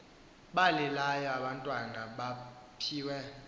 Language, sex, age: Xhosa, male, 18